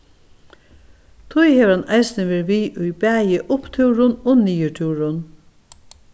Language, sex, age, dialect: Faroese, female, 61+, Norðurstreymoy/Eysturoy